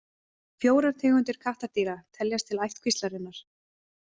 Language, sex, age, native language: Icelandic, female, 20-29, Icelandic